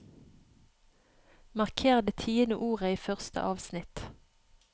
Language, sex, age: Norwegian, female, 31